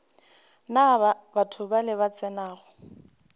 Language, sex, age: Northern Sotho, female, 25